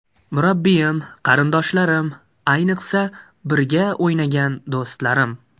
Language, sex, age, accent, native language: Uzbek, male, 18-24, Surxondaryo, Uzbek